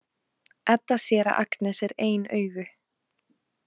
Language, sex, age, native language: Icelandic, female, 20-29, Icelandic